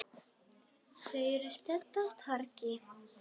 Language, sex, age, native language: Icelandic, female, 10, Icelandic